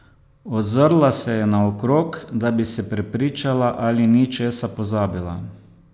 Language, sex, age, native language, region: Slovenian, male, 50-59, Slovenian, Posavska region